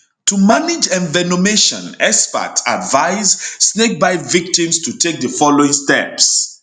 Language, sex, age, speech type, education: Nigerian Pidgin, male, 30-45, spontaneous, tertiary